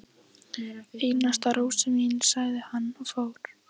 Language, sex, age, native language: Icelandic, female, 14, Icelandic